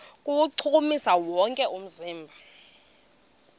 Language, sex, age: Xhosa, female, 22